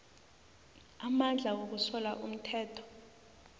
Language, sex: South Ndebele, female